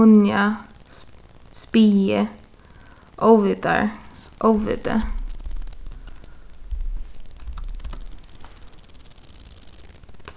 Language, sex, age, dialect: Faroese, female, 15-35, Suðuroy